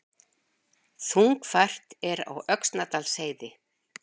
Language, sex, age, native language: Icelandic, female, 60-69, Icelandic